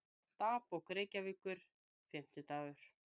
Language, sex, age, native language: Icelandic, female, 20-29, Icelandic